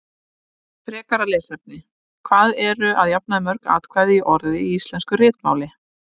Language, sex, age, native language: Icelandic, female, 30-39, Icelandic